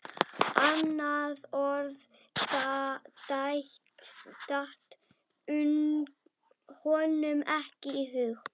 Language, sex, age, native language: Icelandic, female, 12, Icelandic